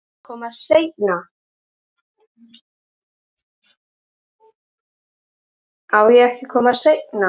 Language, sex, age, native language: Icelandic, male, 13, Icelandic